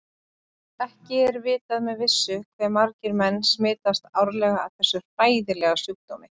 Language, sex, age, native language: Icelandic, female, 30-39, Icelandic